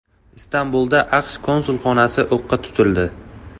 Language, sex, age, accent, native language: Uzbek, male, 18-24, Navoiy, Uzbek